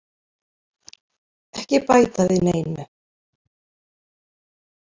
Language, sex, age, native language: Icelandic, female, 50-59, Icelandic